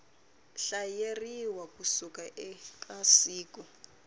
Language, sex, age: Tsonga, female, 24